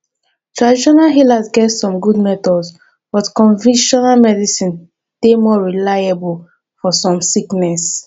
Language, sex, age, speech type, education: Nigerian Pidgin, female, 15-29, spontaneous, tertiary